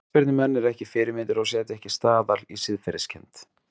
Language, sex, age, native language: Icelandic, male, 30-39, Icelandic